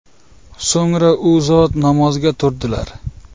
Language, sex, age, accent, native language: Uzbek, male, 25-34, Jizzax, Uzbek